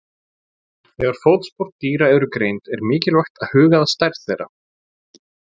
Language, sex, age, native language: Icelandic, male, 40-49, Icelandic